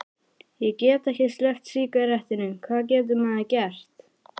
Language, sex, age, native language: Icelandic, female, 12, Icelandic